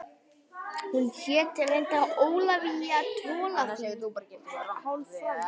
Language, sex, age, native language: Icelandic, male, 18-19, Icelandic